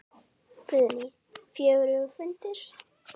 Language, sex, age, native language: Icelandic, female, 9, Icelandic